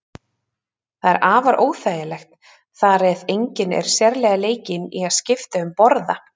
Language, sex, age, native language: Icelandic, female, 30-39, Icelandic